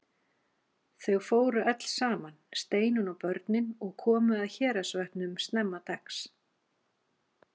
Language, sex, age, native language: Icelandic, female, 40-49, Icelandic